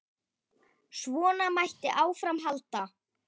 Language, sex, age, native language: Icelandic, female, 10, Icelandic